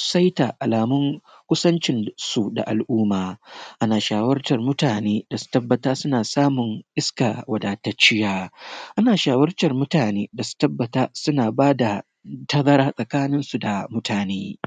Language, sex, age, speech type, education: Hausa, male, 15-29, spontaneous, tertiary